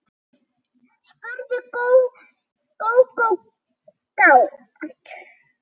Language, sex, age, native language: Icelandic, female, 6, Icelandic